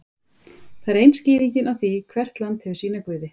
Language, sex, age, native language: Icelandic, female, 30-39, Icelandic